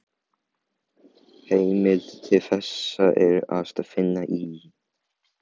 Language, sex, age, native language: Icelandic, male, 18-19, Chinese